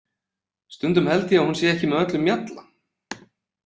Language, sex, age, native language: Icelandic, male, 20-29, Icelandic